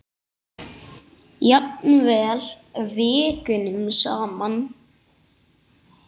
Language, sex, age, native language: Icelandic, male, 8, Icelandic